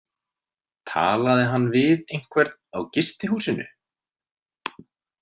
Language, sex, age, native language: Icelandic, male, 30-39, Icelandic